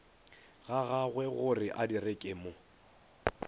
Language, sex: Northern Sotho, male